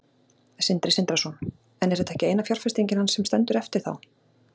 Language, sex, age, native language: Icelandic, female, 40-49, Icelandic